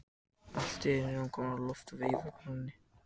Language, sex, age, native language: Icelandic, other, 60-69, Icelandic